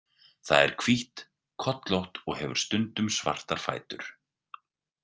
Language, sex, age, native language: Icelandic, male, 40-49, Icelandic